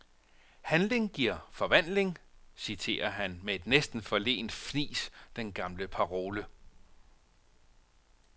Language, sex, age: Danish, male, 45